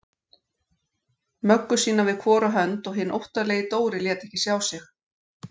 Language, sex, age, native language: Icelandic, female, 40-49, Icelandic